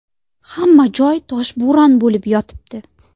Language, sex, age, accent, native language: Uzbek, female, 19-29, Sirdaryo, Uzbek